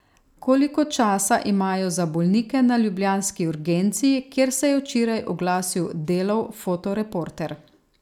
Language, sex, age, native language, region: Slovenian, female, 30-49, Slovenian, Savinja region